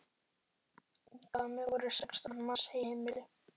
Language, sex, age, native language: Icelandic, female, 12, Icelandic